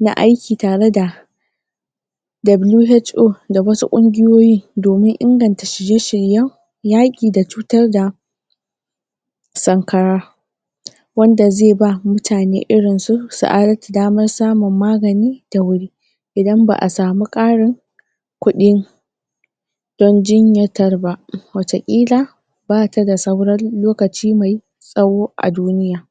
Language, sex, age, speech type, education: Hausa, female, 46-60, spontaneous, secondary